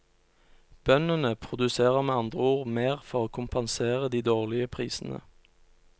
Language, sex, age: Norwegian, male, 29